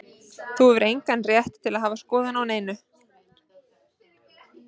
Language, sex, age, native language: Icelandic, female, 30-39, Icelandic